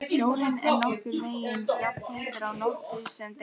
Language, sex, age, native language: Icelandic, female, 18-19, Icelandic